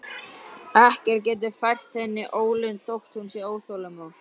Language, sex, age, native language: Icelandic, male, 12, Icelandic